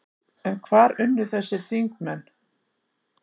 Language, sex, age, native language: Icelandic, female, 60-69, Icelandic